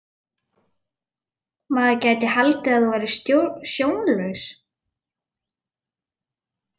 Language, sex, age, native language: Icelandic, female, 11, Icelandic